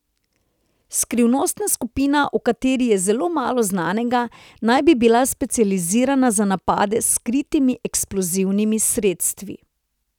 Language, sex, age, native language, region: Slovenian, female, 30-49, Slovenian, Central Slovenia